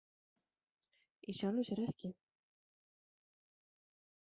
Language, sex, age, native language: Icelandic, female, 30-39, Icelandic